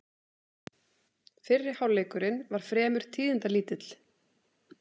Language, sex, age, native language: Icelandic, female, 30-39, Icelandic